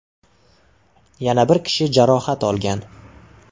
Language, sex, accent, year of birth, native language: Uzbek, male, Toshkent shahri, 1999, Uzbek